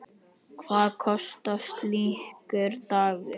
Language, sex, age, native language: Icelandic, male, 10, Icelandic